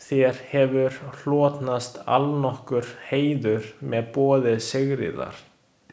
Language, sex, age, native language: Icelandic, male, 20-29, Chinese